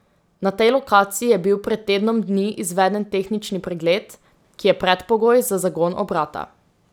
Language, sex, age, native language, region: Slovenian, female, 18-29, Slovenian, Drava region